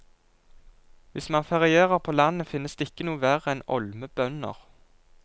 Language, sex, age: Norwegian, male, 22